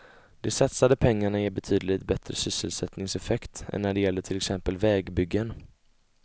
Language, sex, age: Swedish, male, 20